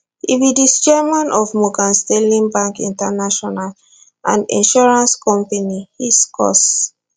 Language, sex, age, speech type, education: Nigerian Pidgin, female, 15-29, spontaneous, tertiary